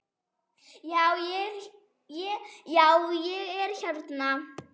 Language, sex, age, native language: Icelandic, male, 7, Icelandic